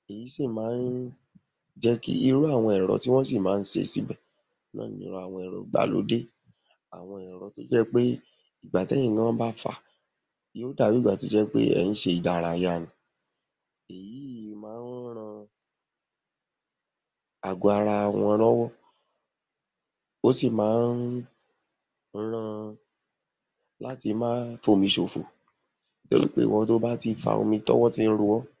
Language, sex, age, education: Yoruba, female, 30-45, secondary